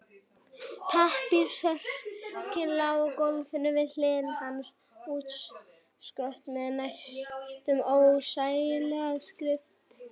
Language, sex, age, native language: Icelandic, female, 18-19, Icelandic